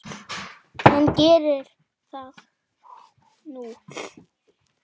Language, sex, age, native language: Icelandic, female, 7, Icelandic